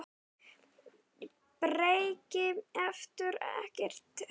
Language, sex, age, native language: Icelandic, male, 9, Icelandic